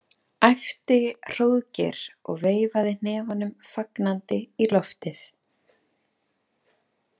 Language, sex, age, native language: Icelandic, female, 30-39, Icelandic